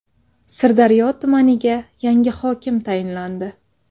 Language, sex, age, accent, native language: Uzbek, female, 19-29, Sirdaryo, Uzbek